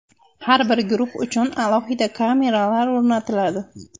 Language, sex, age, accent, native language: Uzbek, female, 25-34, Andijon, Uzbek